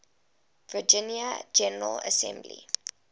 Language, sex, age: English, female, 20